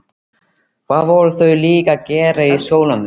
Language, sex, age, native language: Icelandic, male, 13, Icelandic